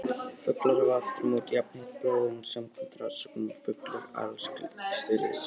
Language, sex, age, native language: Icelandic, male, 18-19, Icelandic